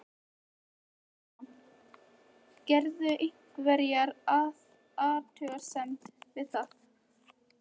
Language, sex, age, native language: Icelandic, female, 13, Icelandic